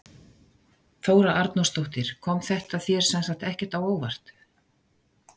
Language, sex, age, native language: Icelandic, female, 60-69, Icelandic